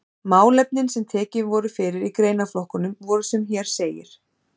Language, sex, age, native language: Icelandic, female, 30-39, Icelandic